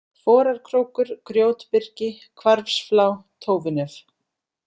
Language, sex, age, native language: Icelandic, female, 40-49, Icelandic